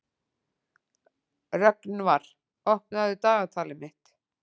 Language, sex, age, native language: Icelandic, female, 40-49, Icelandic